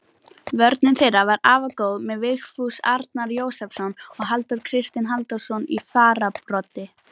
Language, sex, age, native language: Icelandic, female, 18-19, Icelandic